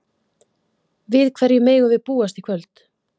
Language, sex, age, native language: Icelandic, female, 50-59, Icelandic